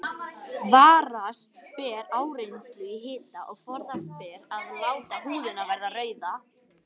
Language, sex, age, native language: Icelandic, female, 18-19, Icelandic